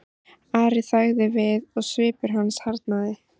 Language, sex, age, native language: Icelandic, female, 14, Icelandic